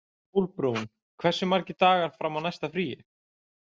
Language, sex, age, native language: Icelandic, male, 20-29, Icelandic